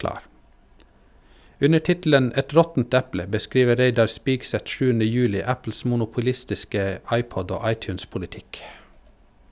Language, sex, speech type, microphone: Norwegian, male, read, Shure